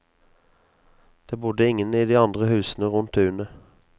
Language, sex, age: Norwegian, male, 22